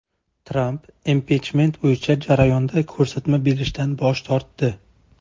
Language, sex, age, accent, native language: Uzbek, male, 19-29, Samarqand, Uzbek